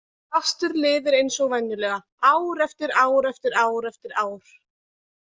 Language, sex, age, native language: Icelandic, female, 20-29, Icelandic